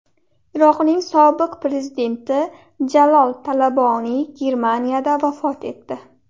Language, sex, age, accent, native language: Uzbek, female, 18-24, Qashqadaryo, Uzbek